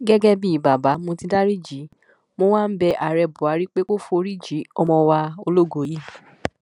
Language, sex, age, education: Yoruba, female, 15-29, tertiary